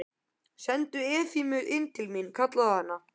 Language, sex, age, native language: Icelandic, male, 12, Icelandic